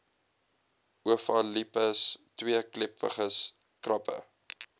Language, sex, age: Afrikaans, male, 22